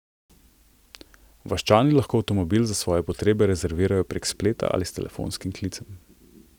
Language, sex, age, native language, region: Slovenian, male, 30-49, Slovenian, Central Slovenia